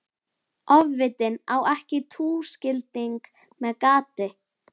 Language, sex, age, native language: Icelandic, female, 11, Icelandic